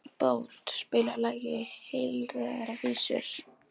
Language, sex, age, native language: Icelandic, female, 11, Polish